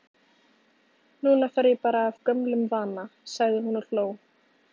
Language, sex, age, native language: Icelandic, female, 18-19, Icelandic